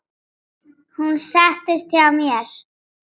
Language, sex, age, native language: Icelandic, female, 8, Icelandic